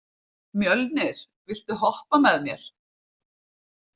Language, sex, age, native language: Icelandic, female, 50-59, Icelandic